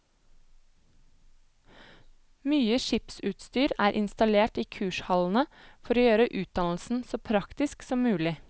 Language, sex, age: Norwegian, female, 25